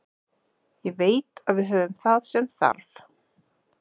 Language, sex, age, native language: Icelandic, female, 30-39, Icelandic